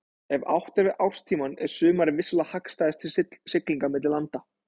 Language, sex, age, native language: Icelandic, male, 20-29, Icelandic